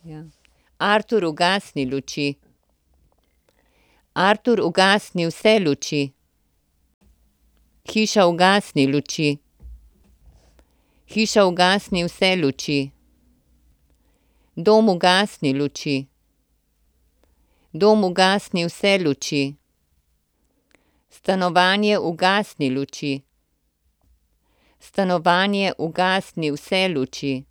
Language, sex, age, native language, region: Slovenian, female, 60+, Slovenian, Central Slovenia